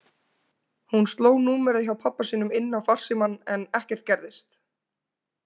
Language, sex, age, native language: Icelandic, female, 20-29, Icelandic